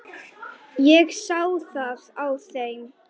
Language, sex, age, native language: Icelandic, female, 10, Icelandic